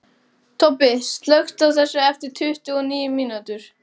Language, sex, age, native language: Icelandic, male, 12, Icelandic